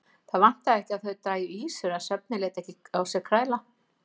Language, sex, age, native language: Icelandic, female, 50-59, Icelandic